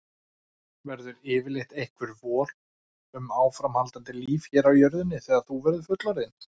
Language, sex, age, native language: Icelandic, male, 40-49, Icelandic